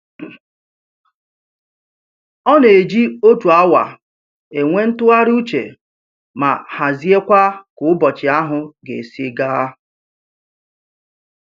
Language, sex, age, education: Igbo, male, 30-45, tertiary